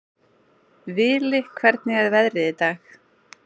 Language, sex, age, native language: Icelandic, female, 20-29, Icelandic